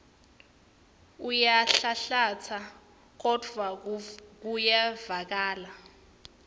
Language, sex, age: Swati, female, 19